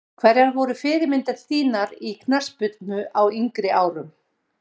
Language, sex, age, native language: Icelandic, female, 60-69, Icelandic